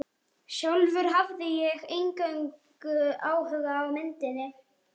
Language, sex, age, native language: Icelandic, male, 11, Icelandic